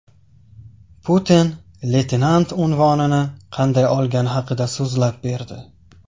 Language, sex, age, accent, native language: Uzbek, male, 18-24, Qashqadaryo, Tajik